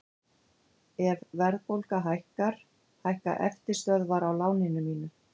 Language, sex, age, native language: Icelandic, female, 50-59, Icelandic